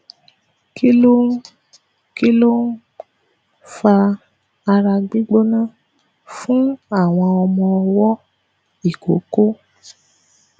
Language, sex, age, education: Yoruba, female, 15-29, tertiary